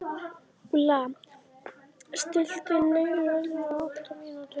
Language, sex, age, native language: Icelandic, female, 11, Icelandic